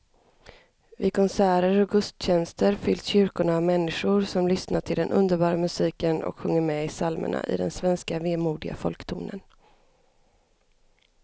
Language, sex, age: Swedish, female, 25